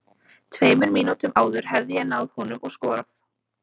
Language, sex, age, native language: Icelandic, female, 20-29, Icelandic